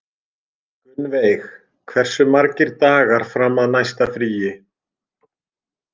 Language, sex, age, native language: Icelandic, male, 50-59, Icelandic